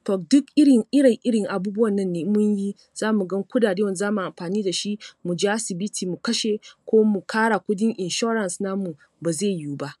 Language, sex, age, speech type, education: Hausa, female, 30-45, spontaneous, tertiary